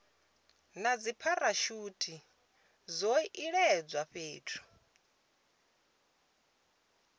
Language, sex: Venda, female